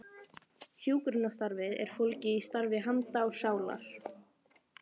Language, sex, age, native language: Icelandic, female, 15, Icelandic